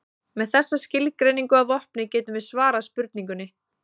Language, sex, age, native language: Icelandic, female, 20-29, Icelandic